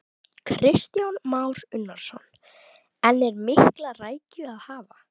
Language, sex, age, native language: Icelandic, female, 12, Icelandic